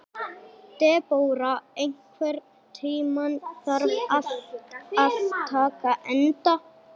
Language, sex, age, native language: Icelandic, male, 11, Icelandic